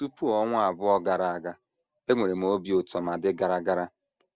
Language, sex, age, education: Igbo, male, 30-45, secondary